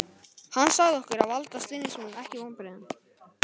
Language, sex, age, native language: Icelandic, male, 18-19, Icelandic